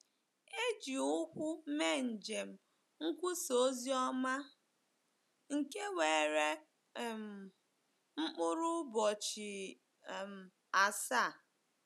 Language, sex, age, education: Igbo, female, 15-29, tertiary